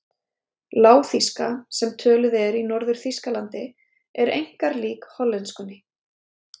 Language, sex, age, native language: Icelandic, female, 30-39, Icelandic